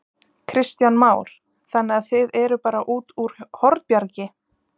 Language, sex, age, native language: Icelandic, female, 20-29, Icelandic